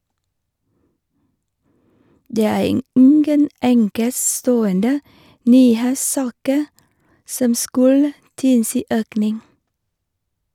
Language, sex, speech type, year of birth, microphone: Norwegian, female, read, 1973, Sennheiser